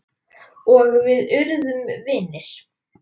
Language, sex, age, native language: Icelandic, male, 10, Icelandic